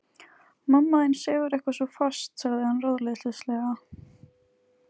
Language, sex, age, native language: Icelandic, female, 20-29, Icelandic